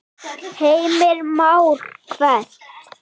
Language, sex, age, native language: Icelandic, female, 8, Icelandic